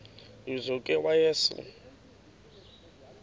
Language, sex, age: Xhosa, female, 28